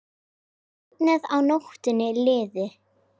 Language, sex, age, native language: Icelandic, female, 10, Icelandic